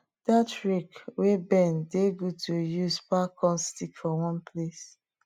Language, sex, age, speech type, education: Nigerian Pidgin, female, 30-45, spontaneous, tertiary